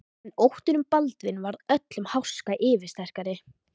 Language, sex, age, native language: Icelandic, female, 13, Icelandic